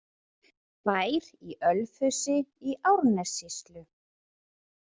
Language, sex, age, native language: Icelandic, female, 40-49, Icelandic